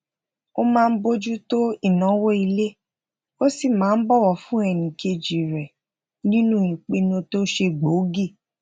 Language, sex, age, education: Yoruba, female, 15-29, tertiary